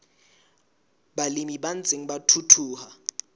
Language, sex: Southern Sotho, male